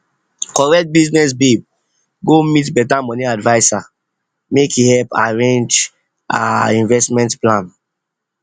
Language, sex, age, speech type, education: Nigerian Pidgin, male, 15-29, spontaneous, tertiary